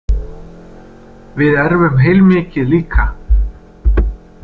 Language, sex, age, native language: Icelandic, male, 30-39, Icelandic